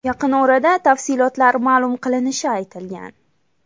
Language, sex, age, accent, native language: Uzbek, female, 18-24, Toshkent viloyati, Uzbek